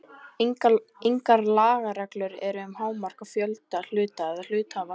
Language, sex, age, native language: Icelandic, female, 11, Icelandic